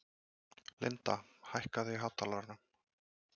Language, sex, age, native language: Icelandic, male, 30-39, Icelandic